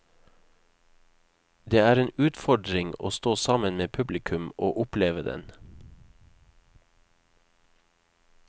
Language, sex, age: Norwegian, male, 31